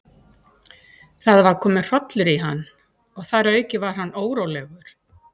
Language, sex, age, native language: Icelandic, female, 60-69, Icelandic